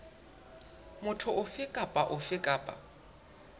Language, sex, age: Southern Sotho, male, 21